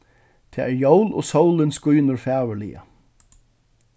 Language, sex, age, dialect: Faroese, male, 36-60, Suðurstreymoy